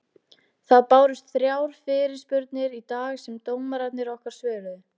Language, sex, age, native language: Icelandic, female, 18-19, Icelandic